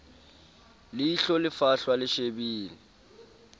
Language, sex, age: Southern Sotho, male, 30